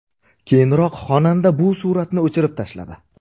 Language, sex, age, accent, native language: Uzbek, male, 25-34, Surxondaryo, Uzbek